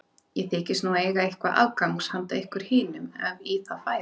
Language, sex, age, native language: Icelandic, female, 30-39, Icelandic